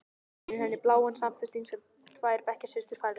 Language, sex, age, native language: Icelandic, male, 12, Icelandic